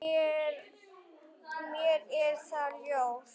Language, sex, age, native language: Icelandic, male, 9, Icelandic